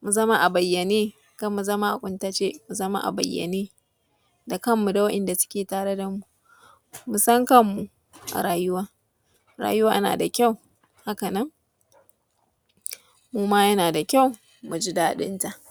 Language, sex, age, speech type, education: Hausa, female, 15-29, spontaneous, tertiary